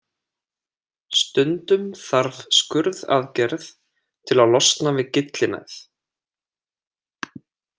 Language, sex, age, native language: Icelandic, male, 30-39, Icelandic